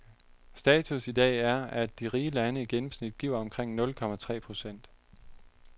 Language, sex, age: Danish, male, 30